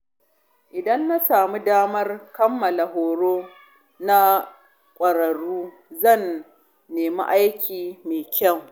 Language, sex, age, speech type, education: Hausa, female, 30-45, spontaneous, tertiary